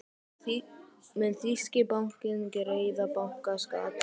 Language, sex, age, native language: Icelandic, male, 12, Icelandic